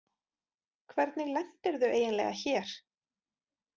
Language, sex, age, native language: Icelandic, female, 40-49, Icelandic